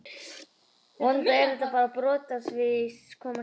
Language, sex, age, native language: Icelandic, male, 18-19, Icelandic